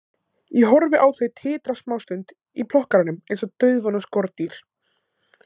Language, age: Icelandic, 18-19